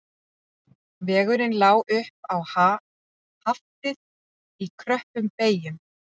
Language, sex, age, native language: Icelandic, female, 40-49, Icelandic